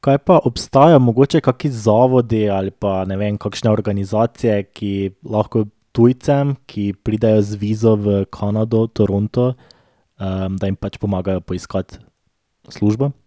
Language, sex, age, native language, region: Slovenian, male, 18-29, Slovenian, Drava region